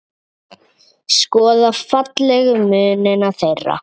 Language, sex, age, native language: Icelandic, male, 7, Icelandic